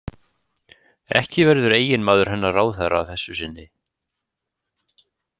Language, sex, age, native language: Icelandic, male, 18-19, Icelandic